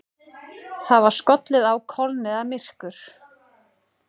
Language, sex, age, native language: Icelandic, female, 40-49, Icelandic